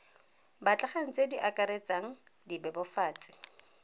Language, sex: Tswana, female